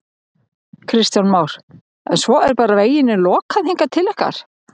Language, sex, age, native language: Icelandic, male, 40-49, Icelandic